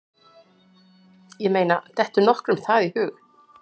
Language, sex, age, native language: Icelandic, female, 60-69, Icelandic